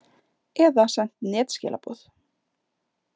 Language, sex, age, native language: Icelandic, female, 20-29, Icelandic